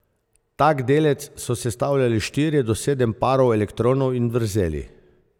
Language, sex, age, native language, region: Slovenian, male, 50-59, Slovenian, Zasavska region